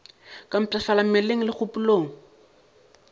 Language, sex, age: Northern Sotho, male, 22